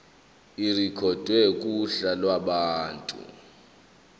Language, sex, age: Zulu, male, 23